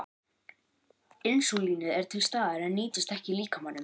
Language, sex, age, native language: Icelandic, male, 18-19, Icelandic